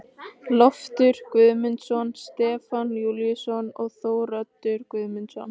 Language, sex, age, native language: Icelandic, female, 15, Icelandic